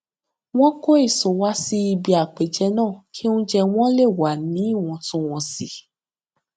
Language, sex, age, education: Yoruba, female, 15-29, tertiary